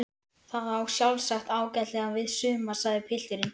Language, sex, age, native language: Icelandic, male, 11, Icelandic